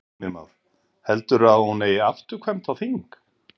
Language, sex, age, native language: Icelandic, male, 50-59, Icelandic